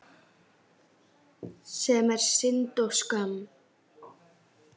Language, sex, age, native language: Icelandic, female, 8, Icelandic